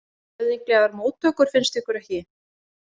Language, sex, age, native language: Icelandic, female, 40-49, Icelandic